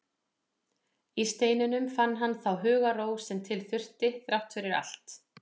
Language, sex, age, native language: Icelandic, female, 40-49, Icelandic